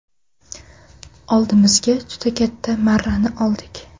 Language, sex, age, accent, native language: Uzbek, female, under 19, Andijon, Uzbek